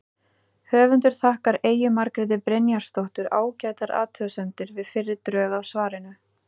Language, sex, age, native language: Icelandic, female, 30-39, Icelandic